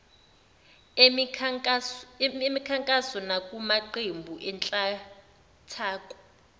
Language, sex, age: Zulu, female, 21